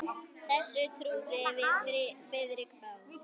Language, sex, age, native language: Icelandic, female, 10, Icelandic